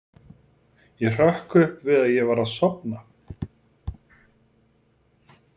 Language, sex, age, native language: Icelandic, male, 40-49, Icelandic